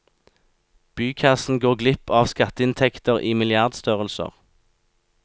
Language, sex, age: Norwegian, male, 36